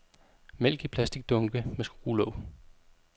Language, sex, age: Danish, male, 32